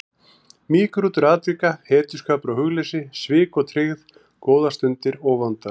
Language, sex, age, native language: Icelandic, male, 40-49, Icelandic